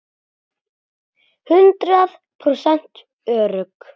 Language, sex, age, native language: Icelandic, male, 9, Icelandic